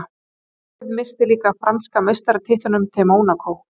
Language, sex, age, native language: Icelandic, female, 30-39, Icelandic